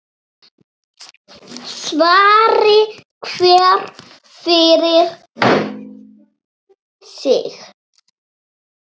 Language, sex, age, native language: Icelandic, female, 7, Icelandic